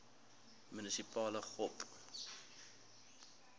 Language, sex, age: Afrikaans, male, 19